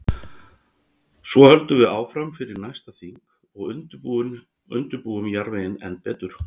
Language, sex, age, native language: Icelandic, male, 60-69, Icelandic